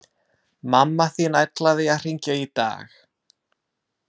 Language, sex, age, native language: Icelandic, male, 30-39, English